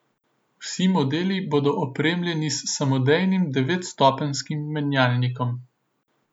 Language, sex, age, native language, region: Slovenian, male, 18-29, Slovenian, Southeast Slovenia